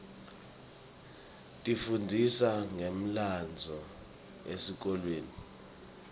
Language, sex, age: Swati, male, 24